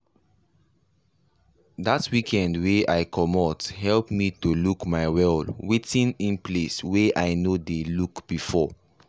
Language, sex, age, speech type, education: Nigerian Pidgin, male, 15-29, spontaneous, tertiary